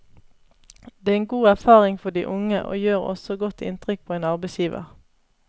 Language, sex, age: Norwegian, female, 31